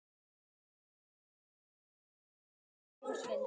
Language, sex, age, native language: Icelandic, female, 12, Icelandic